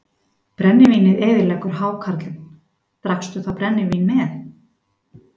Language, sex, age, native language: Icelandic, female, 50-59, Icelandic